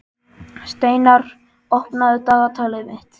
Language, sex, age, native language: Icelandic, male, 11, Icelandic